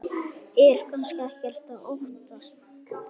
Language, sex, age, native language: Icelandic, male, 9, Icelandic